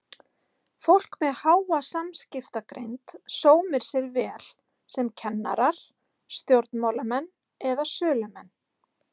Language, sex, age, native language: Icelandic, female, 30-39, Icelandic